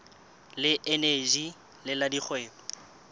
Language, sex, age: Southern Sotho, male, 21